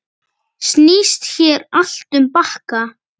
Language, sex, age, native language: Icelandic, male, 9, Icelandic